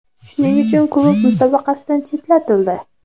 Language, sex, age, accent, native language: Uzbek, female, under 19, Andijon, Uzbek